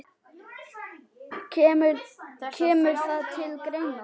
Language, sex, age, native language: Icelandic, male, 10, Icelandic